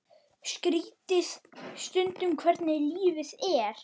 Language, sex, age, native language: Icelandic, male, 8, Icelandic